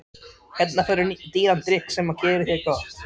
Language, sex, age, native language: Icelandic, male, 13, Icelandic